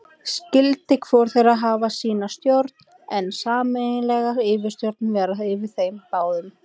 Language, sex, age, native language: Icelandic, female, 18-19, Icelandic